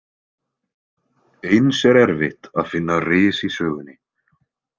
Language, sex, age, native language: Icelandic, male, 20-29, Icelandic